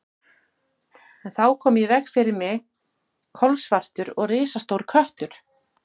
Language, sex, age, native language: Icelandic, female, 40-49, Icelandic